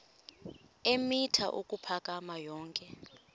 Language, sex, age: Xhosa, female, 23